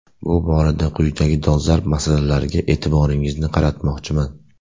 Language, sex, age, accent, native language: Uzbek, male, 18-24, Namangan, Uzbek